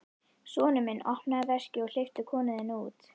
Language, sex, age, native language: Icelandic, female, 11, Icelandic